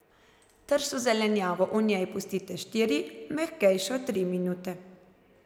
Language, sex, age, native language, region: Slovenian, female, 30-49, Slovenian, Zasavska region